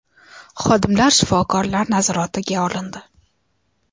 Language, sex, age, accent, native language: Uzbek, female, 18-24, Toshkent shahri, Uzbek